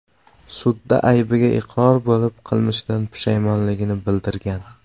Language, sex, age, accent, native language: Uzbek, male, 18-24, Qashqadaryo, Uzbek